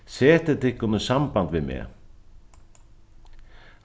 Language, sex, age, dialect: Faroese, male, 36-60, Norðurstreymoy/Eysturoy